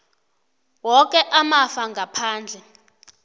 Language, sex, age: South Ndebele, female, 29